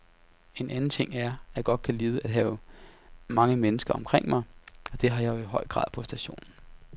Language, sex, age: Danish, male, 33